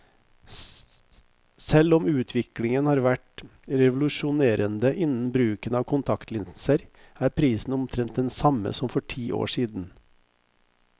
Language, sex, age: Norwegian, male, 50